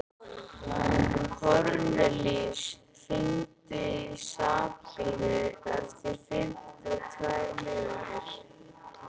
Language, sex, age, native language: Icelandic, male, 11, Icelandic